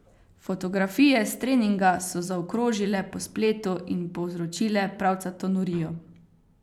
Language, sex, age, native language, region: Slovenian, female, 18-29, Slovenian, Carinthia region